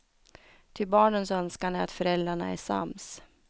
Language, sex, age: Swedish, female, 29